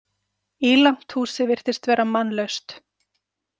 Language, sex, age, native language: Icelandic, female, 40-49, Icelandic